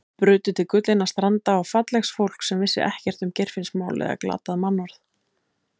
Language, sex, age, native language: Icelandic, female, 30-39, Icelandic